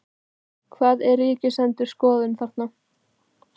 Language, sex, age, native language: Icelandic, female, 12, Icelandic